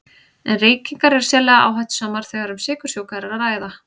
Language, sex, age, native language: Icelandic, female, 30-39, Icelandic